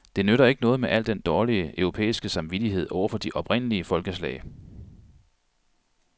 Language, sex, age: Danish, male, 42